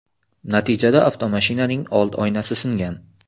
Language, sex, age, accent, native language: Uzbek, male, 18-24, Xorazm, Uzbek